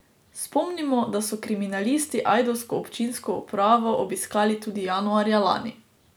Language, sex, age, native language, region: Slovenian, female, 18-29, Slovenian, Drava region